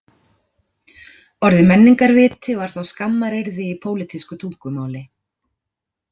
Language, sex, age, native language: Icelandic, female, 40-49, Icelandic